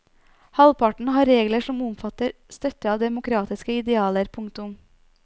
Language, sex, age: Norwegian, female, 29